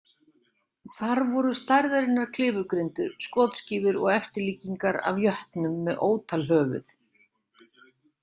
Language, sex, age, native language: Icelandic, female, 60-69, Icelandic